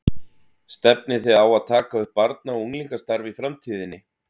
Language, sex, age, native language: Icelandic, male, 30-39, Icelandic